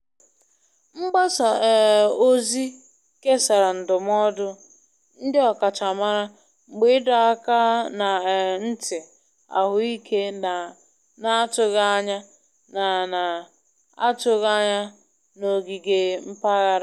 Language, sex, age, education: Igbo, female, 15-29, tertiary